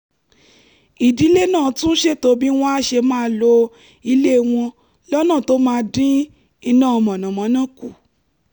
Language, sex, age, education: Yoruba, female, 15-29, tertiary